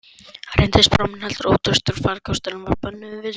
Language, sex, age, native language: Icelandic, male, 12, Icelandic